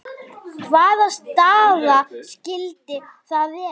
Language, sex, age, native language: Icelandic, male, 9, Icelandic